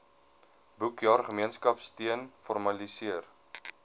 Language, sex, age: Afrikaans, male, 22